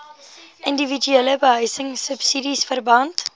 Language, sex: Afrikaans, female